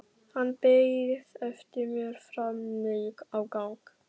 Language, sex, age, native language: Icelandic, male, 12, Icelandic